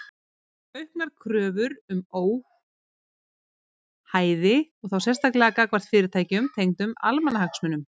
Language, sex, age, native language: Icelandic, female, 30-39, Icelandic